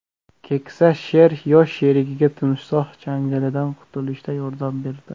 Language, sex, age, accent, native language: Uzbek, male, under 19, Namangan, Uzbek